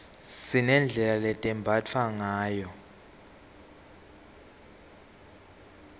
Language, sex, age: Swati, male, 18